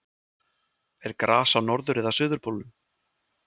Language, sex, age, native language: Icelandic, male, 20-29, Icelandic